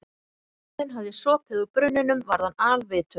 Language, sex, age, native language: Icelandic, female, 40-49, Icelandic